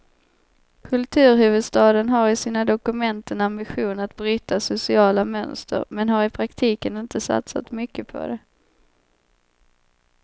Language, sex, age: Swedish, female, 25